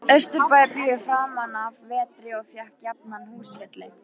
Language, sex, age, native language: Icelandic, female, 13, Icelandic